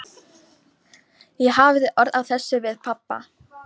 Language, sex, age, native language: Icelandic, female, 18-19, Polish